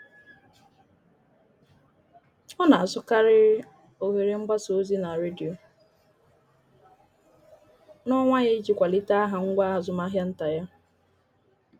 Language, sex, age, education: Igbo, female, 30-45, tertiary